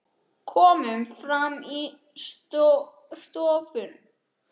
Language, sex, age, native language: Icelandic, male, 10, Icelandic